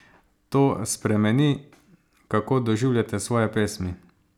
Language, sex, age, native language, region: Slovenian, male, 30-49, Slovenian, Savinja region